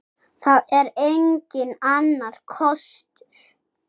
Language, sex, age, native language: Icelandic, male, 6, Icelandic